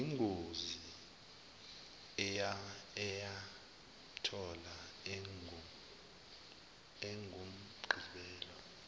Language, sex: Zulu, male